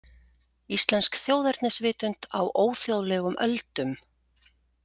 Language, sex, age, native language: Icelandic, female, 40-49, Icelandic